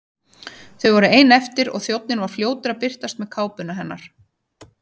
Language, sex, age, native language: Icelandic, female, 30-39, Icelandic